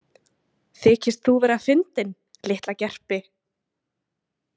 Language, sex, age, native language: Icelandic, female, 20-29, Icelandic